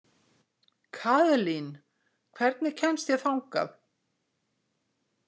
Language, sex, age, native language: Icelandic, female, 60-69, Icelandic